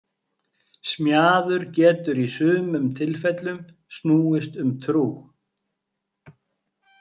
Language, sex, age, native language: Icelandic, male, 50-59, Icelandic